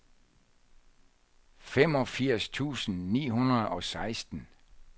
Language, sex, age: Danish, male, 64